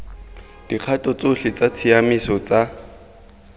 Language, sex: Tswana, male